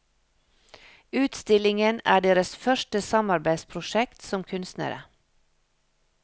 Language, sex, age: Norwegian, female, 56